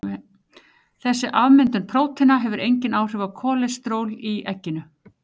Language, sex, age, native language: Icelandic, female, 50-59, Icelandic